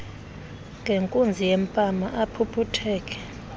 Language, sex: Xhosa, male